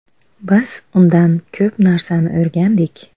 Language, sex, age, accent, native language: Uzbek, female, 19-29, Buxoro, Uzbek